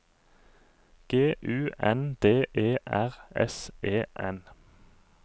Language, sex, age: Norwegian, male, 39